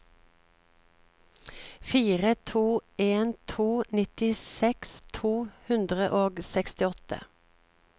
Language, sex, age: Norwegian, female, 36